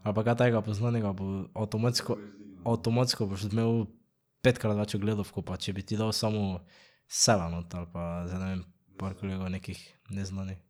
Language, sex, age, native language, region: Slovenian, male, 18-29, Slovenian, Drava region